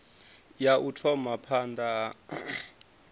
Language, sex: Venda, male